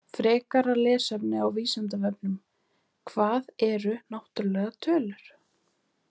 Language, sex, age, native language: Icelandic, female, 20-29, Icelandic